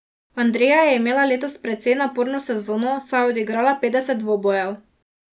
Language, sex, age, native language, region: Slovenian, female, 18-29, Slovenian, Drava region